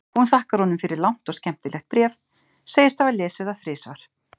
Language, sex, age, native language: Icelandic, female, 50-59, Icelandic